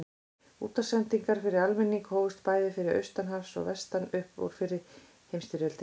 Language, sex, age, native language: Icelandic, female, 40-49, Icelandic